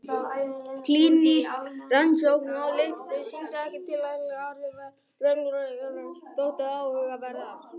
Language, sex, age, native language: Icelandic, other, 18-19, Icelandic